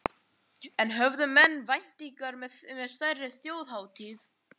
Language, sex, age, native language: Icelandic, male, 11, Icelandic